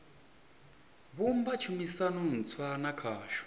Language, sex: Venda, male